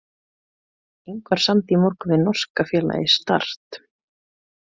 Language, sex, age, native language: Icelandic, female, 20-29, Icelandic